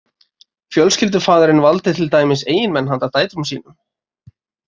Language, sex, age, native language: Icelandic, male, 20-29, Icelandic